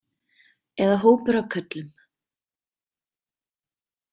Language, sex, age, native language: Icelandic, female, 20-29, Icelandic